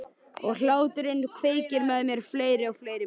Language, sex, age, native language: Icelandic, male, 13, Icelandic